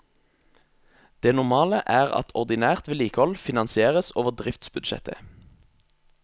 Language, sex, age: Norwegian, male, 22